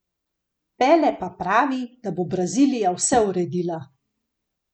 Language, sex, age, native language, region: Slovenian, female, 50-59, Slovenian, Gorenjska region